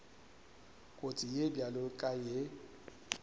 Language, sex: Northern Sotho, male